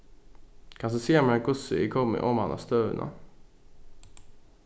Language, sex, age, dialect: Faroese, male, 15-35, Norðuroyggjar